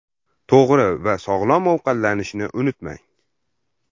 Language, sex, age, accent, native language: Uzbek, male, under 19, Farg'ona, Uzbek